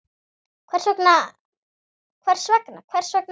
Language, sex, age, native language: Icelandic, female, 8, Icelandic